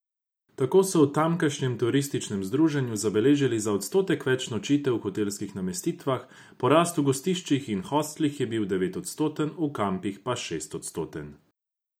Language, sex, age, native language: Slovenian, male, 18-29, Croatian